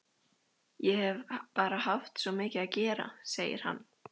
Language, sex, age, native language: Icelandic, female, 13, Icelandic